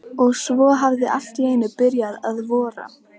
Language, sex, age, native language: Icelandic, female, 13, Icelandic